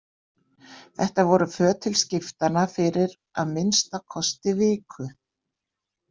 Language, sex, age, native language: Icelandic, female, 60-69, Icelandic